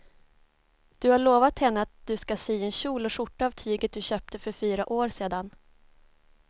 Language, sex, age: Swedish, female, 24